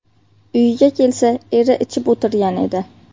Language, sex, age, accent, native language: Uzbek, female, 18-24, Qashqadaryo, Uzbek